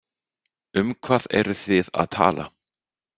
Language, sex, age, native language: Icelandic, male, 30-39, Icelandic